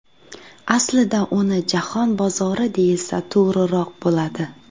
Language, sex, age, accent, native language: Uzbek, female, 19-29, Surxondaryo, Uzbek